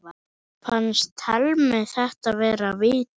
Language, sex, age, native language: Icelandic, male, 8, Icelandic